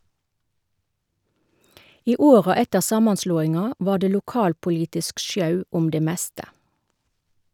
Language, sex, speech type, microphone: Norwegian, female, read, Shure